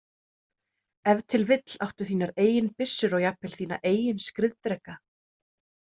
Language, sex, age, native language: Icelandic, female, 30-39, Icelandic